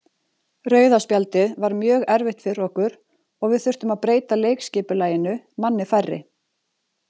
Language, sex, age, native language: Icelandic, female, 40-49, Icelandic